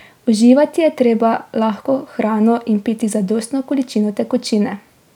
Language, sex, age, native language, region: Slovenian, female, 18-29, Slovenian, Drava region